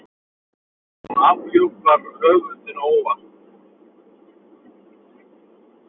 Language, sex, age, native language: Icelandic, male, 30-39, Icelandic